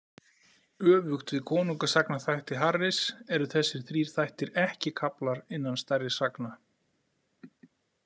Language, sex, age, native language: Icelandic, male, 40-49, Icelandic